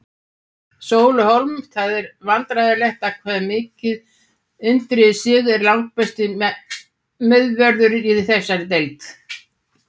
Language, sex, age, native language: Icelandic, female, 30-39, Icelandic